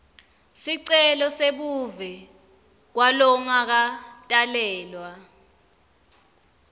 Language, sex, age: Swati, female, 19